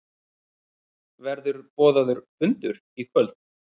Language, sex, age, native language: Icelandic, male, 30-39, Icelandic